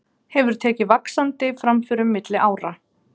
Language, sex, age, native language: Icelandic, female, 30-39, Icelandic